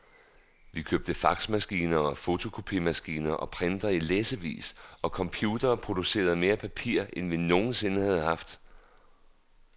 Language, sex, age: Danish, male, 39